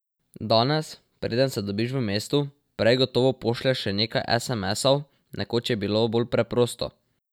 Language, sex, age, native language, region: Slovenian, male, 12-17, Slovenian, Drava region